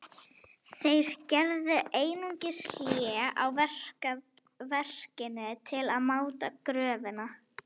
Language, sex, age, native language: Icelandic, female, 11, Icelandic